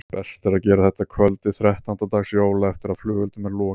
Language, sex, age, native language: Icelandic, male, 30-39, Icelandic